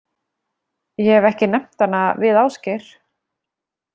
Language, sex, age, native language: Icelandic, female, 30-39, Icelandic